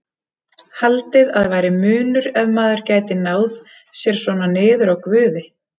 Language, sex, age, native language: Icelandic, female, 30-39, Icelandic